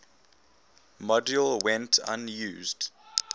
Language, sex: English, male